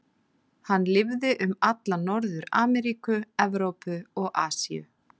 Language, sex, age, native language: Icelandic, female, 40-49, Icelandic